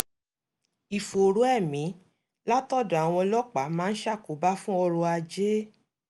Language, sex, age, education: Yoruba, female, 30-45, tertiary